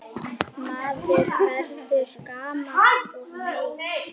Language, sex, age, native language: Icelandic, male, 10, Icelandic